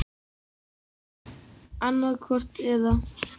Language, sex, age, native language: Icelandic, female, 7, Icelandic